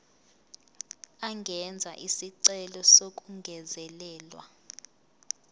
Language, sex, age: Zulu, female, 22